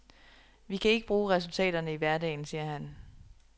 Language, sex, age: Danish, female, 27